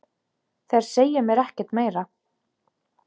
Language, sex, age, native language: Icelandic, male, 7, Icelandic